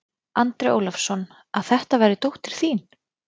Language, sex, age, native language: Icelandic, female, 20-29, Icelandic